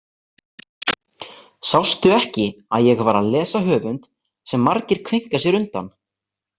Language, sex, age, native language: Icelandic, male, 18-19, Icelandic